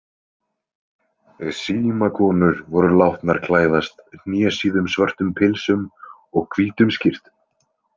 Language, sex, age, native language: Icelandic, male, 20-29, Icelandic